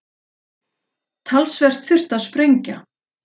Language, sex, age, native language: Icelandic, female, 40-49, Icelandic